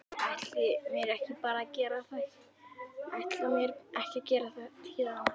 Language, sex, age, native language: Icelandic, female, 11, Icelandic